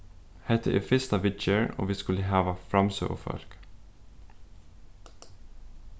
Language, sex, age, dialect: Faroese, male, 15-35, Suðurstreymoy